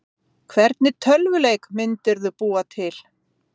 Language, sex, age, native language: Icelandic, female, 50-59, Icelandic